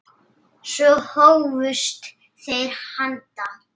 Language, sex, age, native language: Icelandic, female, 8, Icelandic